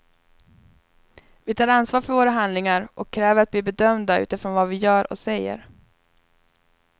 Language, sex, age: Swedish, female, 21